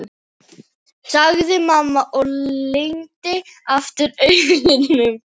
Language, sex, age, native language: Icelandic, female, 15, Filipino